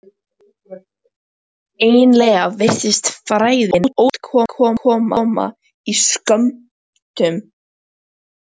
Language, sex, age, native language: Icelandic, female, 12, Icelandic